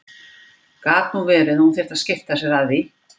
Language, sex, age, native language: Icelandic, female, 50-59, Icelandic